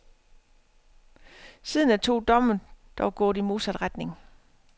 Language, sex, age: Danish, female, 50